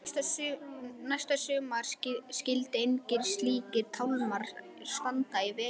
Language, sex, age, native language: Icelandic, male, 11, Icelandic